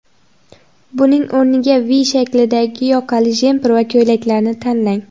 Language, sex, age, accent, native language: Uzbek, female, under 19, Xorazm, Uzbek